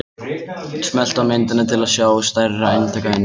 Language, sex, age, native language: Icelandic, male, 20-29, Icelandic